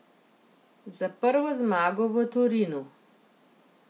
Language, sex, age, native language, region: Slovenian, female, 50-59, Slovenian, Central Slovenia